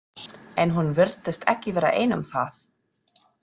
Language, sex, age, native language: Icelandic, female, 30-39, German